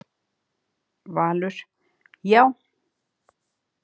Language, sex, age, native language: Icelandic, female, 50-59, Icelandic